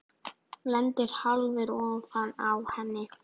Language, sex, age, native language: Icelandic, female, 9, Icelandic